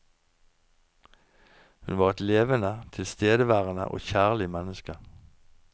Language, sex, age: Norwegian, male, 49